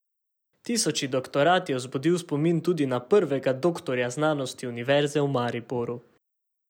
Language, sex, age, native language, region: Slovenian, male, 18-29, Slovenian, Savinja region